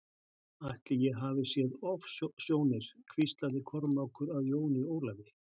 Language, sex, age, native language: Icelandic, male, 60-69, Icelandic